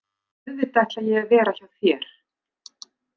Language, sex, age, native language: Icelandic, female, 60-69, Icelandic